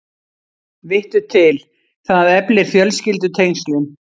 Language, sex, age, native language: Icelandic, female, 60-69, Icelandic